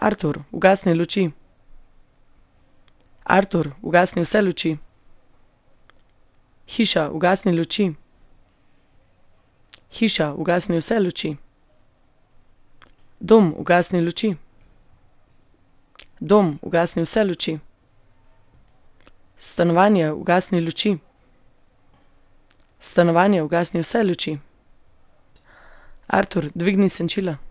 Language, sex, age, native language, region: Slovenian, female, 18-29, Slovenian, Gorenjska region